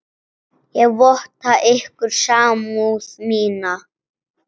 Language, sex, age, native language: Icelandic, male, 7, Icelandic